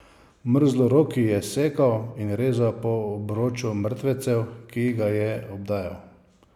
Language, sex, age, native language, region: Slovenian, male, 50-59, Slovenian, Savinja region